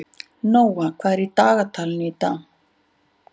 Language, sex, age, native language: Icelandic, female, 40-49, Icelandic